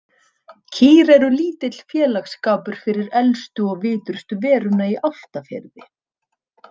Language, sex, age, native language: Icelandic, female, 30-39, Icelandic